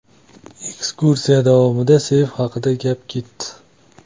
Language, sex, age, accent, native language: Uzbek, male, 25-34, Qashqadaryo, Uzbek